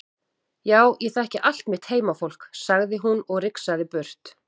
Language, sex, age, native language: Icelandic, female, 40-49, Icelandic